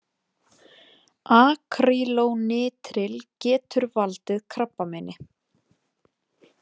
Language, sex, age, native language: Icelandic, female, 20-29, Icelandic